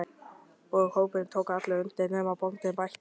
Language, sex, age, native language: Icelandic, male, 12, Icelandic